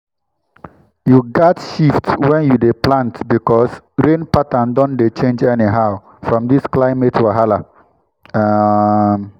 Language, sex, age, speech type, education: Nigerian Pidgin, male, 15-29, spontaneous, tertiary